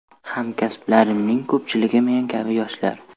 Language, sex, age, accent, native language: Uzbek, male, 12-17, Toshkent viloyati, Uzbek